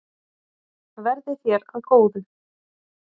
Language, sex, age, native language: Icelandic, female, 30-39, Icelandic